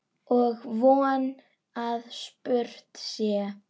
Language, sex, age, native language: Icelandic, female, 9, Icelandic